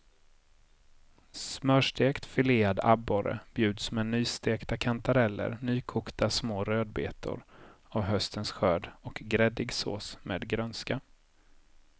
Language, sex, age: Swedish, male, 30